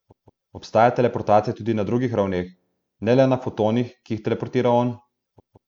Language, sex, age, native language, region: Slovenian, male, 18-29, Slovenian, Southeast Slovenia